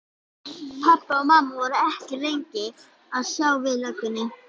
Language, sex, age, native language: Icelandic, female, 11, Icelandic